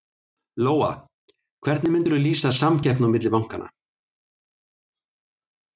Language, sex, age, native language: Icelandic, male, 60-69, Icelandic